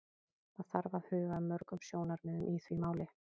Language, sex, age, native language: Icelandic, female, 18-19, Icelandic